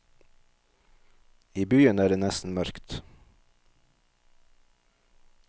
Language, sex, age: Norwegian, male, 38